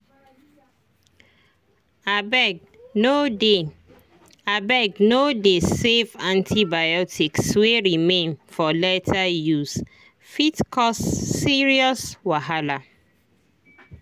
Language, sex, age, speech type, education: Nigerian Pidgin, female, 30-45, spontaneous, tertiary